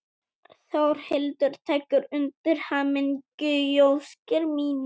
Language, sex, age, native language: Icelandic, male, 18-19, Icelandic